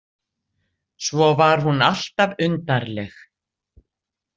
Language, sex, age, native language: Icelandic, female, 60-69, Icelandic